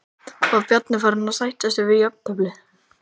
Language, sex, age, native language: Icelandic, male, 11, Icelandic